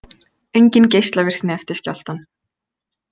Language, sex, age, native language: Icelandic, female, 30-39, Icelandic